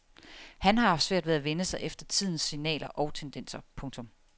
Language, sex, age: Danish, female, 30